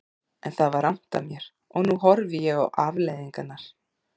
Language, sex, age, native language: Icelandic, female, 40-49, Icelandic